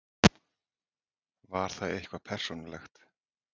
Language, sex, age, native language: Icelandic, male, 40-49, Icelandic